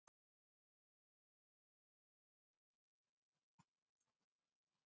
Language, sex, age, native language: Icelandic, male, 70-79, Icelandic